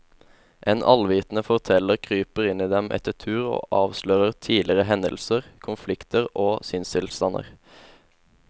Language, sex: Norwegian, male